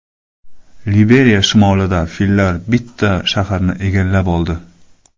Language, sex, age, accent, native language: Uzbek, male, 25-34, Qoraqalpog'iston, Karakalpak